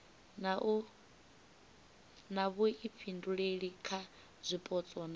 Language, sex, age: Venda, female, 18